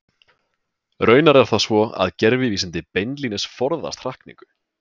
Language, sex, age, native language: Icelandic, male, 20-29, Icelandic